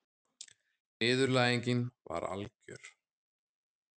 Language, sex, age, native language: Icelandic, male, 30-39, Icelandic